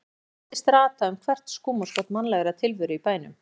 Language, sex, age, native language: Icelandic, female, 14, Icelandic